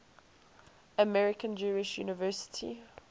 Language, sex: English, female